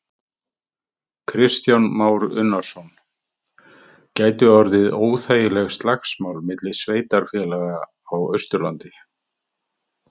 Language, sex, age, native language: Icelandic, male, 50-59, Icelandic